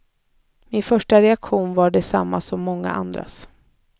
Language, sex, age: Swedish, female, 20